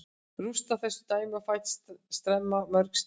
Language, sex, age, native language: Icelandic, female, 60-69, Icelandic